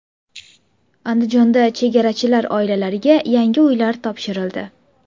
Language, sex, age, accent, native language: Uzbek, female, under 19, Surxondaryo, Uzbek